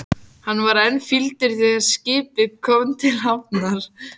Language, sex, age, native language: Icelandic, male, 14, Icelandic